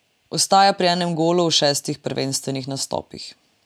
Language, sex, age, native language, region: Slovenian, female, 18-29, Slovenian, Drava region